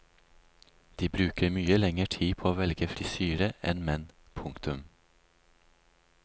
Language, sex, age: Norwegian, male, 36